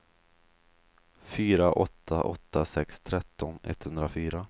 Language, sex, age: Swedish, male, 23